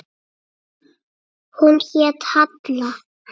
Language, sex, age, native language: Icelandic, female, 8, Icelandic